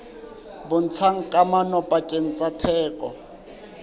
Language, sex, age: Southern Sotho, male, 29